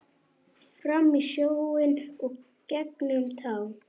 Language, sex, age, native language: Icelandic, female, 9, Icelandic